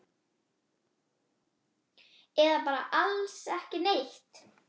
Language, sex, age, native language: Icelandic, female, 10, Icelandic